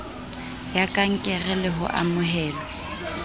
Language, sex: Southern Sotho, female